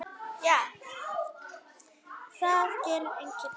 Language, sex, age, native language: Icelandic, female, 9, Icelandic